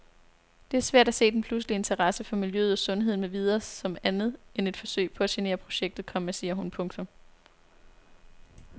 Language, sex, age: Danish, female, 26